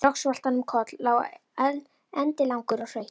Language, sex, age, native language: Icelandic, female, 11, Icelandic